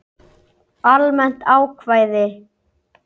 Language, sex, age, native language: Icelandic, male, 10, Icelandic